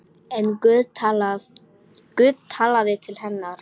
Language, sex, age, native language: Icelandic, female, 10, Polish